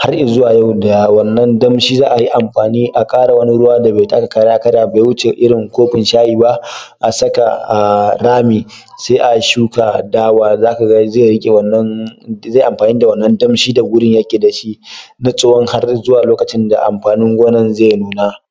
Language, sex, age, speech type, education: Hausa, male, 15-29, spontaneous, tertiary